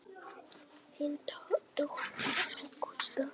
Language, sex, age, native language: Icelandic, female, 9, Icelandic